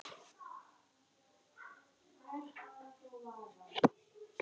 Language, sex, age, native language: Icelandic, male, 8, Icelandic